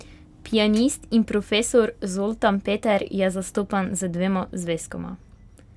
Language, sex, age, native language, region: Slovenian, female, 18-29, Slovenian, Pomurje region